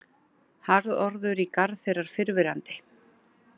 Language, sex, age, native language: Icelandic, female, 40-49, Icelandic